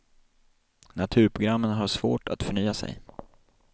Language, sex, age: Swedish, male, 26